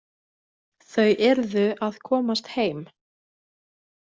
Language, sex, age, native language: Icelandic, female, 20-29, Icelandic